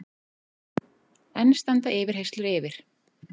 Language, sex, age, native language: Icelandic, female, 40-49, Icelandic